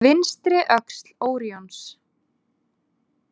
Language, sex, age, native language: Icelandic, female, 20-29, Icelandic